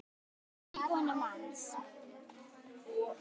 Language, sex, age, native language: Icelandic, female, 10, Icelandic